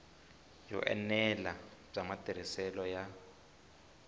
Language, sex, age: Tsonga, male, 20